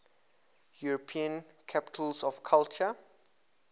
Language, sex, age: English, male, 24